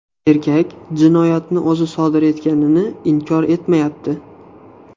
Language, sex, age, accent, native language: Uzbek, male, 18-24, Xorazm, Uzbek